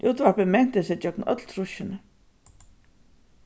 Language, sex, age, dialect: Faroese, female, 36-60, Suðurstreymoy